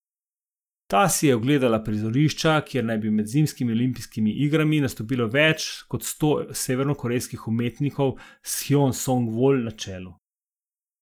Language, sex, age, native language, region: Slovenian, male, 50-59, Slovenian, Zasavska region